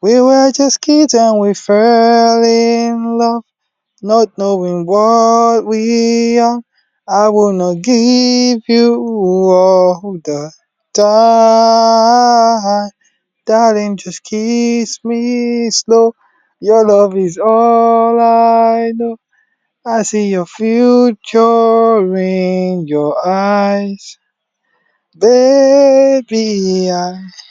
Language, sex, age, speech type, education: Nigerian Pidgin, male, 46-60, spontaneous, tertiary